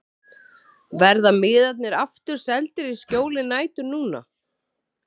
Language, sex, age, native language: Icelandic, female, 30-39, Icelandic